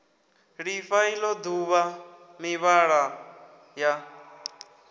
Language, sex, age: Venda, male, 19